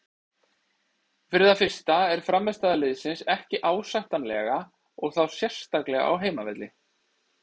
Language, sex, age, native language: Icelandic, male, 30-39, Icelandic